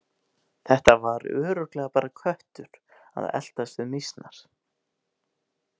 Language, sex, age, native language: Icelandic, male, 18-19, Icelandic